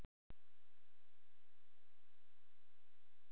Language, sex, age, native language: Icelandic, male, 13, Icelandic